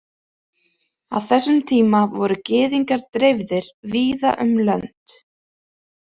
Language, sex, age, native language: Icelandic, female, 30-39, Icelandic